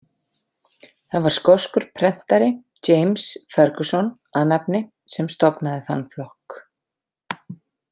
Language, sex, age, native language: Icelandic, female, 40-49, Icelandic